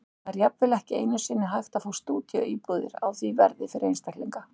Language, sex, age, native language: Icelandic, female, 60-69, Icelandic